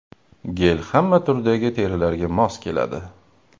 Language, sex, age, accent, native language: Uzbek, male, 25-34, Farg'ona, Uzbek